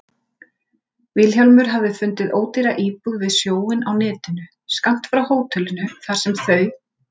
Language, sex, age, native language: Icelandic, female, 40-49, Icelandic